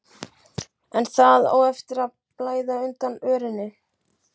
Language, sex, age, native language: Icelandic, male, 12, Icelandic